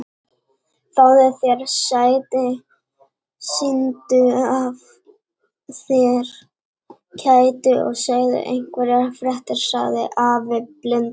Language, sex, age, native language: Icelandic, female, 18-19, Icelandic